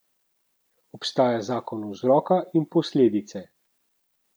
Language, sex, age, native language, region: Slovenian, male, 30-49, Slovenian, Central Slovenia